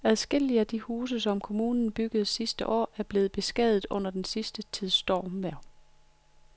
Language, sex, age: Danish, female, 42